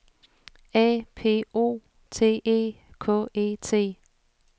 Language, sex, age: Danish, female, 47